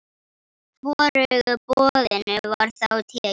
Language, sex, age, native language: Icelandic, female, 10, Icelandic